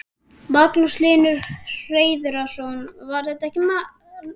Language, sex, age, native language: Icelandic, male, 12, Icelandic